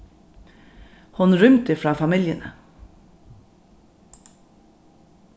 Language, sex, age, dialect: Faroese, female, 36-60, Norðurstreymoy/Eysturoy